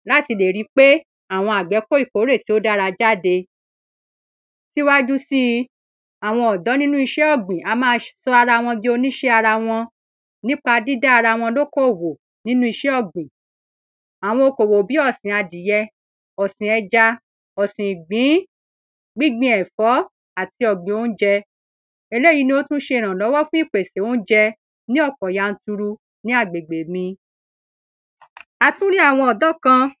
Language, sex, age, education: Yoruba, female, 30-45, secondary